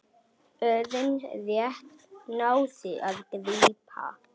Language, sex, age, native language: Icelandic, female, 9, Icelandic